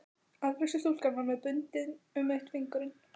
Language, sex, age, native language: Icelandic, female, 12, Icelandic